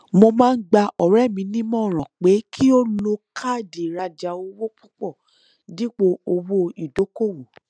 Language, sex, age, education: Yoruba, female, 30-45, tertiary